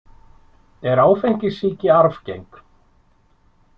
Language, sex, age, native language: Icelandic, male, 50-59, Icelandic